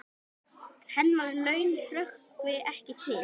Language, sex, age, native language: Icelandic, male, 10, Icelandic